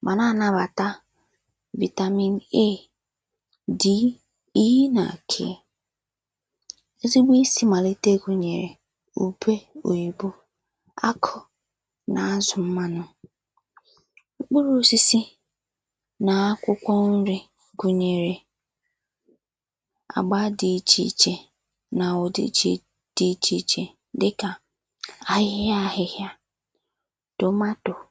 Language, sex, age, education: Igbo, female, 15-29, secondary